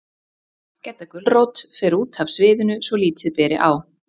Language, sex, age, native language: Icelandic, female, 30-39, Icelandic